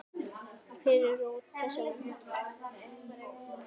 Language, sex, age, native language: Icelandic, female, 10, Icelandic